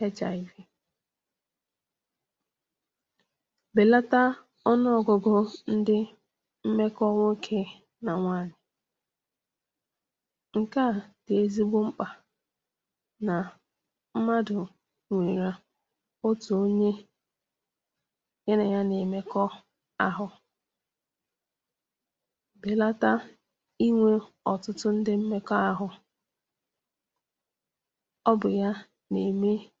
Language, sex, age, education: Igbo, female, 15-29, tertiary